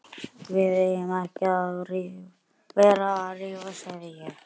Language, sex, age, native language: Icelandic, male, 11, Icelandic